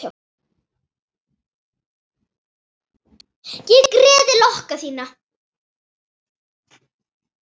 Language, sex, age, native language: Icelandic, female, 8, Icelandic